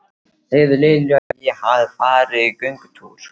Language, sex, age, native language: Icelandic, male, 13, Icelandic